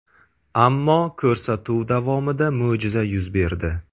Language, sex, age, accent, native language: Uzbek, male, 25-34, Buxoro, Uzbek